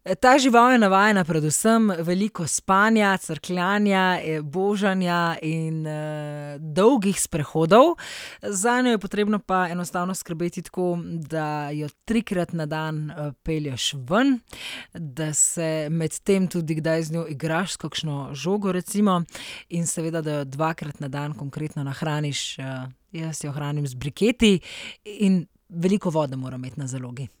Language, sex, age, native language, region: Slovenian, female, 30-49, Slovenian, Central Slovenia